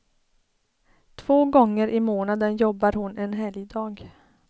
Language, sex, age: Swedish, female, 33